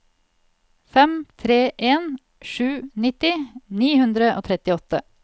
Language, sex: Norwegian, female